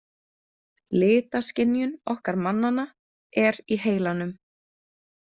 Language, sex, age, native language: Icelandic, female, 20-29, Icelandic